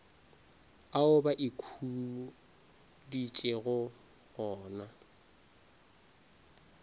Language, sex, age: Northern Sotho, male, 20